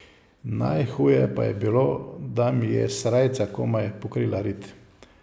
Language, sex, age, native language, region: Slovenian, male, 50-59, Slovenian, Savinja region